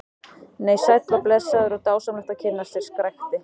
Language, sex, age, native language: Icelandic, male, 14, Icelandic